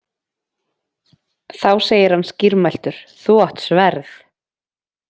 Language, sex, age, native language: Icelandic, female, 20-29, Icelandic